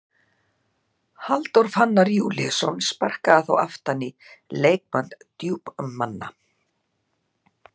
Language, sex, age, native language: Icelandic, female, 60-69, Icelandic